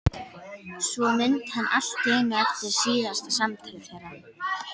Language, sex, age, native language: Icelandic, female, 11, Icelandic